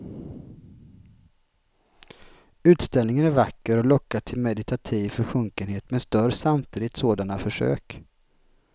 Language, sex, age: Swedish, male, 33